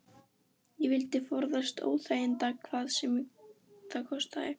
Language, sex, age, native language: Icelandic, female, 11, Icelandic